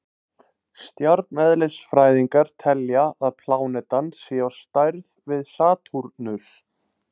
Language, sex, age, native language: Icelandic, male, 20-29, Icelandic